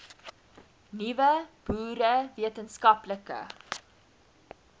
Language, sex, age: Afrikaans, female, 19